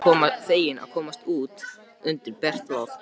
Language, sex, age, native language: Icelandic, male, 13, Icelandic